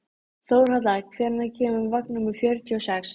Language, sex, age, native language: Icelandic, female, 13, Icelandic